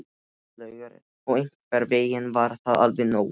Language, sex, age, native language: Icelandic, male, 12, Icelandic